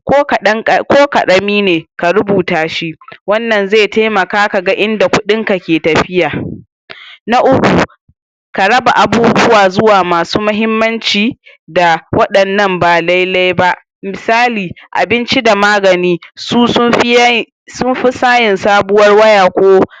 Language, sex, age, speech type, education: Hausa, male, 46-60, spontaneous, tertiary